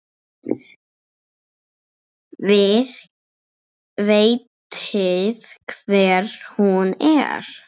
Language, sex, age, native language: Icelandic, female, 7, English